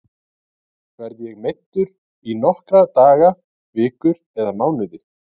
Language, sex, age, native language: Icelandic, male, 30-39, Icelandic